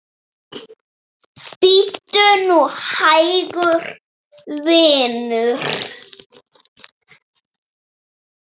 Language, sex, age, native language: Icelandic, female, 7, Icelandic